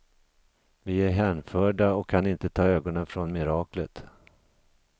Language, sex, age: Swedish, male, 50